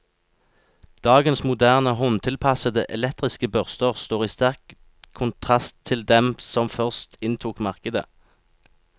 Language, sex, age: Norwegian, male, 36